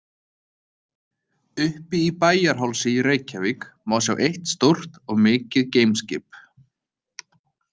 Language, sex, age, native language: Icelandic, male, 30-39, Icelandic